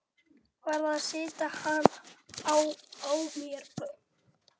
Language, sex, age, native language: Icelandic, male, 7, Icelandic